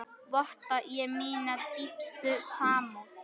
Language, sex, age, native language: Icelandic, female, 9, Icelandic